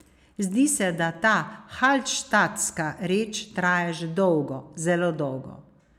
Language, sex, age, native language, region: Slovenian, female, 50-59, Slovenian, Savinja region